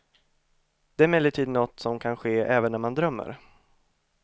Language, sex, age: Swedish, male, 25